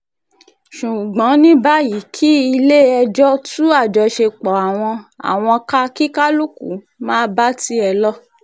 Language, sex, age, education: Yoruba, female, 30-45, tertiary